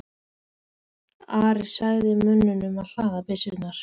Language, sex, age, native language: Icelandic, female, 13, Icelandic